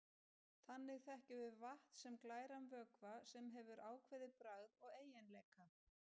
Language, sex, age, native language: Icelandic, female, 50-59, Icelandic